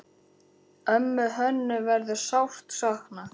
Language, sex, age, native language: Icelandic, male, 10, Icelandic